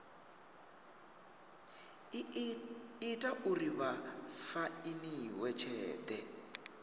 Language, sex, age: Venda, male, 22